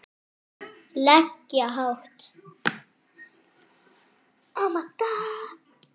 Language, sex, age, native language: Icelandic, male, 8, French